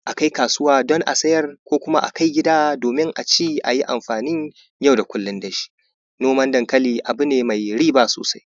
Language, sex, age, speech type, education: Hausa, male, 15-29, spontaneous, primary